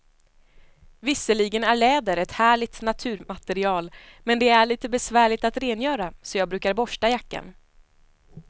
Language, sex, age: Swedish, female, 25